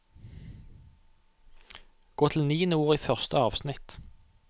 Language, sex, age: Norwegian, male, 28